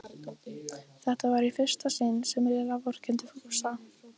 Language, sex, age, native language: Icelandic, female, 14, Icelandic